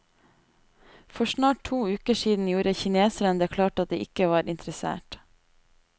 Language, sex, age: Norwegian, female, 28